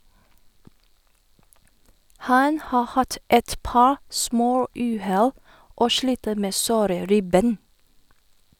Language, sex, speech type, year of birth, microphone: Norwegian, female, read, 1978, Sennheiser